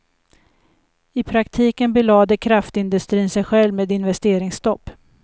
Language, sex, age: Swedish, female, 56